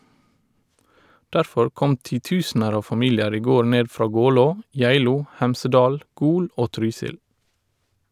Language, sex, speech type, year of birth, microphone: Norwegian, male, read, 1989, Shure